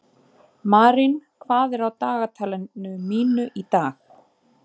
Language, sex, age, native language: Icelandic, female, 30-39, Icelandic